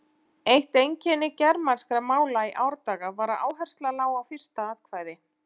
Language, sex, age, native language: Icelandic, female, 40-49, Icelandic